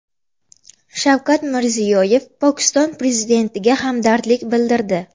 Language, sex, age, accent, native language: Uzbek, female, 18-24, Namangan, Uzbek